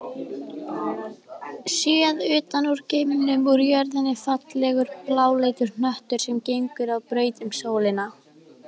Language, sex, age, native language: Icelandic, female, 20-29, Icelandic